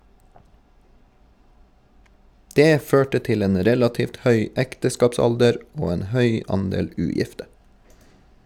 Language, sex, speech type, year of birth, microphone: Norwegian, male, read, 1983, Shure